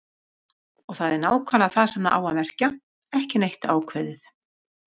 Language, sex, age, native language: Icelandic, female, 50-59, Icelandic